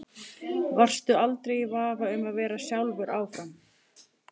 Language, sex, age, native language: Icelandic, female, 40-49, Icelandic